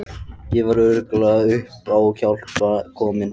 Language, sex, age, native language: Icelandic, male, 14, Icelandic